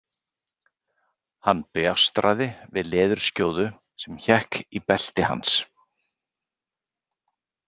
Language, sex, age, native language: Icelandic, male, 40-49, Icelandic